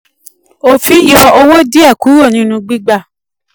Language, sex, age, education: Yoruba, female, 15-29, tertiary